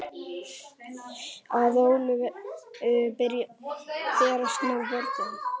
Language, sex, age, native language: Icelandic, male, 10, Icelandic